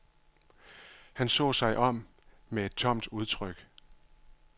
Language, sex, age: Danish, male, 51